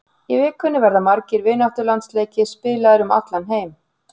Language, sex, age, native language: Icelandic, female, 40-49, Icelandic